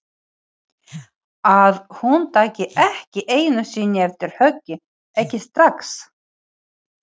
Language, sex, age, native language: Icelandic, female, 40-49, Ukrainian